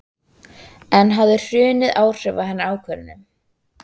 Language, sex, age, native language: Icelandic, female, 13, Icelandic